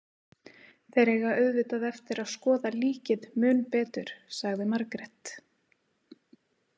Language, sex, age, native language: Icelandic, female, 30-39, Icelandic